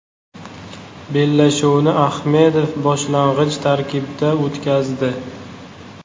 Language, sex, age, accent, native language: Uzbek, male, 18-24, Qashqadaryo, Uzbek